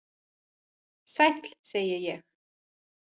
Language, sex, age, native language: Icelandic, female, 40-49, Icelandic